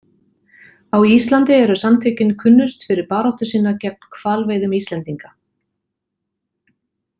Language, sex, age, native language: Icelandic, female, 40-49, Icelandic